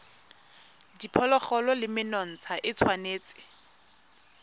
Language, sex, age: Tswana, female, 22